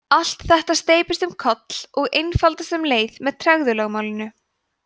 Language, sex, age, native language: Icelandic, female, 20-29, Icelandic